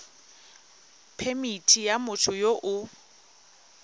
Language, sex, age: Tswana, female, 22